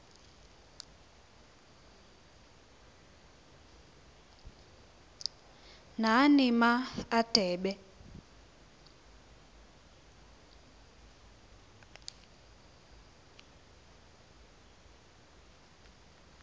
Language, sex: Xhosa, female